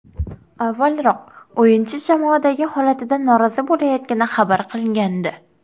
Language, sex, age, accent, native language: Uzbek, female, under 19, Qoraqalpog'iston, Karakalpak